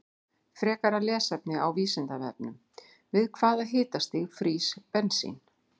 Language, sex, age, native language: Icelandic, female, 40-49, Icelandic